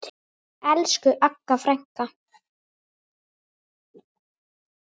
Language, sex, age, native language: Icelandic, male, 9, Icelandic